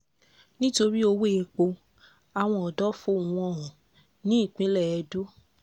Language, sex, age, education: Yoruba, female, 15-29, tertiary